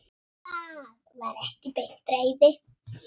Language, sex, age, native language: Icelandic, female, 6, Icelandic